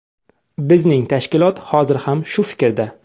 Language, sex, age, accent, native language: Uzbek, male, 25-34, Samarqand, Uzbek